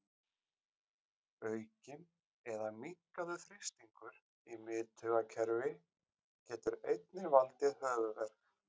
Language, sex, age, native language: Icelandic, male, 40-49, Icelandic